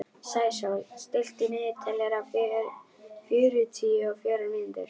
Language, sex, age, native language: Icelandic, female, 11, Icelandic